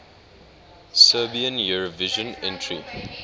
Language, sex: English, male